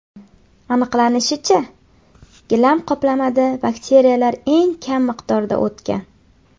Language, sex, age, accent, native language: Uzbek, female, under 19, Qashqadaryo, Uzbek